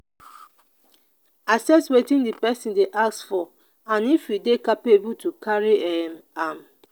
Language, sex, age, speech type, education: Nigerian Pidgin, female, 30-45, spontaneous, tertiary